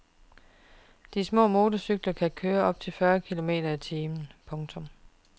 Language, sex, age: Danish, female, 41